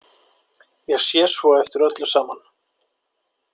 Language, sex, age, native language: Icelandic, male, 40-49, Icelandic